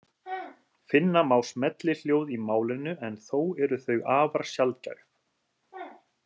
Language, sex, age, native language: Icelandic, male, 30-39, Icelandic